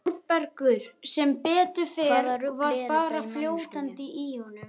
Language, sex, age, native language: Icelandic, male, 11, Icelandic